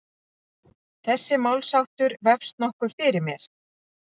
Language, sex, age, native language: Icelandic, female, 40-49, Icelandic